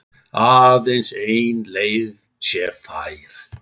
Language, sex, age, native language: Icelandic, female, 10, Icelandic